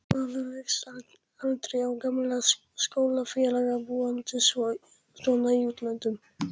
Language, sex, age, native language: Icelandic, male, 11, Polish